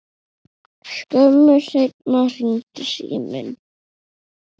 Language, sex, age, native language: Icelandic, male, 8, Icelandic